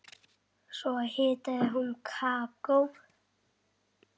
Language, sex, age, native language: Icelandic, male, 10, Icelandic